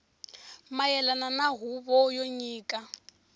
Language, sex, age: Tsonga, female, 20